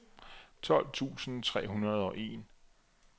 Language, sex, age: Danish, male, 34